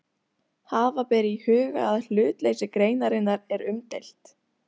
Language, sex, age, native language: Icelandic, female, 40-49, Icelandic